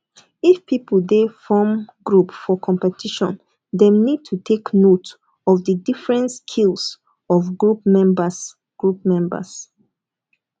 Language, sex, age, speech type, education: Nigerian Pidgin, female, 15-29, spontaneous, tertiary